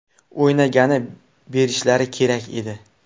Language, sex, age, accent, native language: Uzbek, male, 18-24, Toshkent viloyati, Uzbek